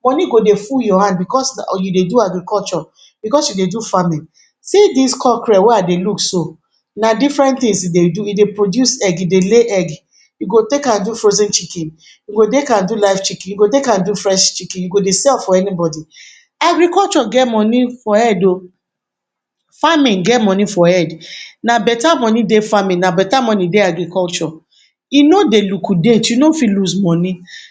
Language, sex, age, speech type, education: Nigerian Pidgin, female, 46-60, spontaneous, tertiary